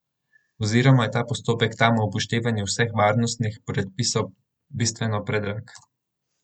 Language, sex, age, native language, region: Slovenian, male, 18-29, Slovenian, Central Slovenia